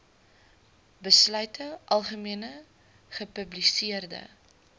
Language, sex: Afrikaans, female